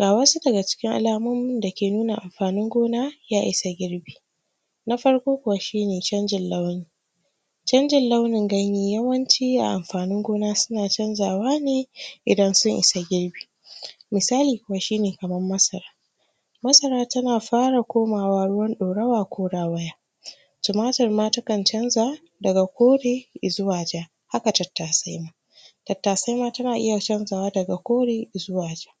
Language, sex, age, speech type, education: Hausa, female, 60+, spontaneous, tertiary